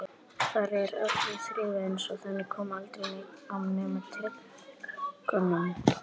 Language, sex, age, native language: Icelandic, male, 18-19, Icelandic